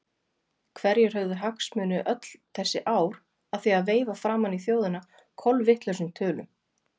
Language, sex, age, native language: Icelandic, female, 40-49, Icelandic